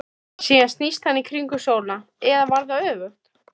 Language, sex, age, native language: Icelandic, female, 13, Icelandic